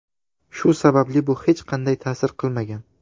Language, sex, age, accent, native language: Uzbek, male, 12-17, Toshkent shahri, Uzbek